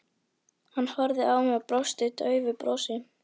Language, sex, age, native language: Icelandic, female, 11, Icelandic